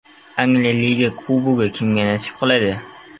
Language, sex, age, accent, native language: Uzbek, male, 12-17, Namangan, Uzbek